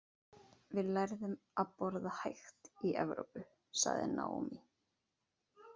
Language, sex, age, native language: Icelandic, female, 30-39, Icelandic